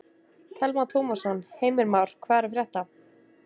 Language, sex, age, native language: Icelandic, female, 30-39, Icelandic